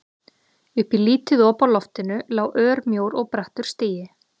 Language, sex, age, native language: Icelandic, female, 30-39, Icelandic